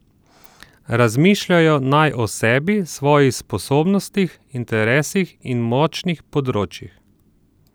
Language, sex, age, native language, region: Slovenian, male, 30-49, Slovenian, Southeast Slovenia